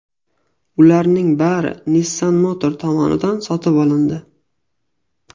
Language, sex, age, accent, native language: Uzbek, male, 18-24, Xorazm, Uzbek